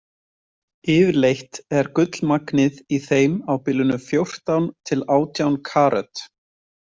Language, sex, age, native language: Icelandic, male, 20-29, Icelandic